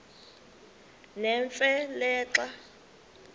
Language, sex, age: Xhosa, female, 23